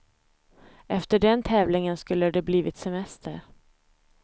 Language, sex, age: Swedish, female, 25